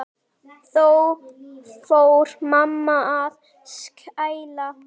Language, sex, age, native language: Icelandic, female, 10, Icelandic